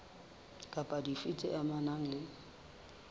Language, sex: Southern Sotho, female